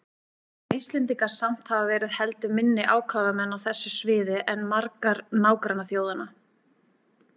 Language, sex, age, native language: Icelandic, female, 40-49, Icelandic